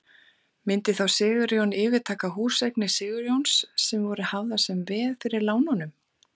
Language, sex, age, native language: Icelandic, female, 40-49, Icelandic